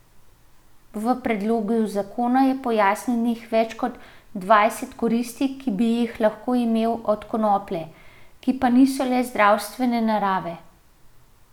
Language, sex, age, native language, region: Slovenian, female, 30-49, Slovenian, Central Slovenia